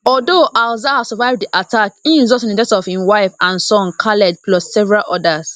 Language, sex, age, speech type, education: Nigerian Pidgin, female, 15-29, spontaneous, tertiary